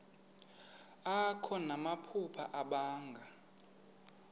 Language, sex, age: Xhosa, male, 31